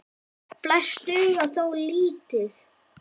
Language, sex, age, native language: Icelandic, male, 10, Icelandic